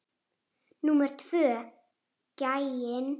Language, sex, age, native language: Icelandic, female, 7, Icelandic